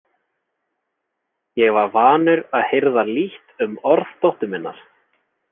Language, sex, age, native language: Icelandic, male, 20-29, Icelandic